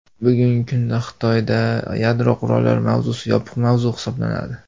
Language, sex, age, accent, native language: Uzbek, male, 18-24, Farg'ona, Uzbek